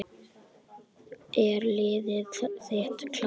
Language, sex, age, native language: Icelandic, female, 10, Icelandic